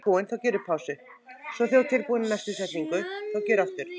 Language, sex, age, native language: Icelandic, female, 9, Icelandic